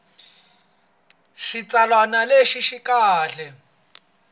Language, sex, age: Tsonga, male, 26